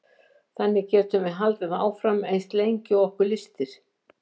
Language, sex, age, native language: Icelandic, female, 70-79, Icelandic